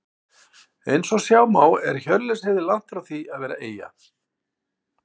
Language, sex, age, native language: Icelandic, male, 60-69, Icelandic